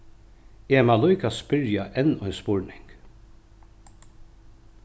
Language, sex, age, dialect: Faroese, male, 36-60, Norðuroyggjar